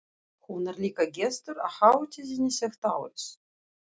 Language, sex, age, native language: Icelandic, female, 40-49, Russian